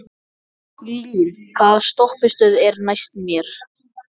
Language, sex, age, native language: Icelandic, male, 14, Icelandic